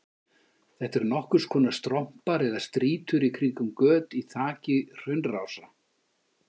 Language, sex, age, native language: Icelandic, male, 50-59, Icelandic